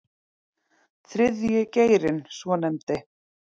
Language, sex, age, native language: Icelandic, female, 30-39, Icelandic